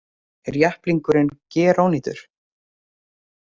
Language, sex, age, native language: Icelandic, female, 18-19, Icelandic